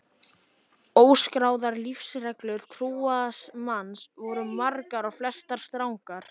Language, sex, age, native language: Icelandic, male, 14, Icelandic